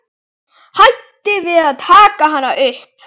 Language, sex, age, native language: Icelandic, female, 11, Icelandic